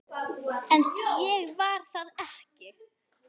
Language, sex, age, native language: Icelandic, female, 9, Icelandic